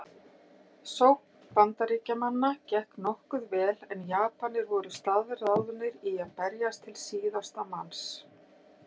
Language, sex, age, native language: Icelandic, female, 40-49, Icelandic